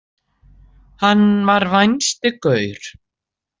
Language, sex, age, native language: Icelandic, female, 60-69, Icelandic